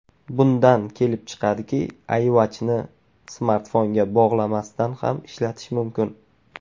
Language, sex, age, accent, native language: Uzbek, male, under 19, Navoiy, Uzbek